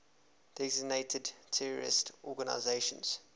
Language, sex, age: English, male, 24